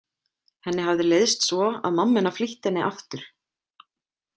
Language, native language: Icelandic, Icelandic